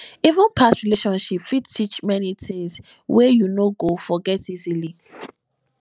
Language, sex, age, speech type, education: Nigerian Pidgin, female, 15-29, spontaneous, tertiary